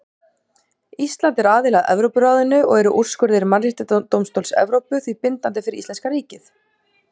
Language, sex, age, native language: Icelandic, female, 40-49, Icelandic